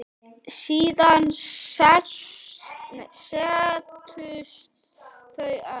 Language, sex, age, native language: Icelandic, male, 8, Icelandic